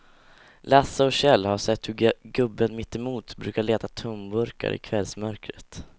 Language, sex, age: Swedish, male, 16